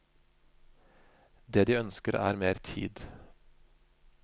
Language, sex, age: Norwegian, male, 25